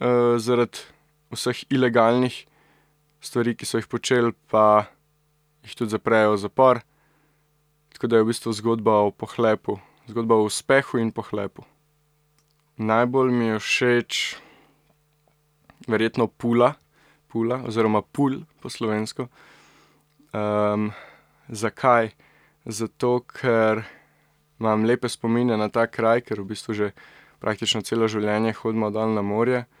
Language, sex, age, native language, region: Slovenian, male, 18-29, Slovenian, Central Slovenia